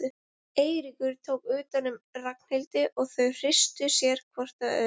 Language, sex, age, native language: Icelandic, female, 20-29, Icelandic